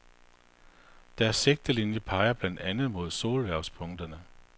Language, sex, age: Danish, male, 48